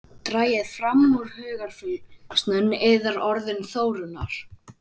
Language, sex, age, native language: Icelandic, male, 12, Icelandic